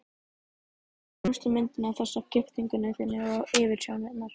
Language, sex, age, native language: Icelandic, female, 12, Icelandic